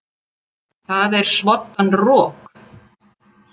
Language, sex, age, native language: Icelandic, female, 70-79, Icelandic